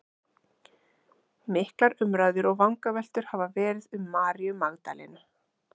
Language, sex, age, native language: Icelandic, female, 30-39, Icelandic